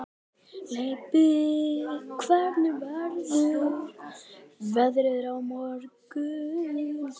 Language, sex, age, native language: Icelandic, male, 12, Icelandic